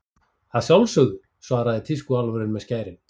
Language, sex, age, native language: Icelandic, male, 40-49, Icelandic